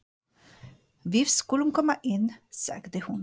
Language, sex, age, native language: Icelandic, female, 40-49, Polish